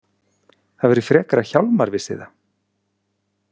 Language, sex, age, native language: Icelandic, male, 40-49, Icelandic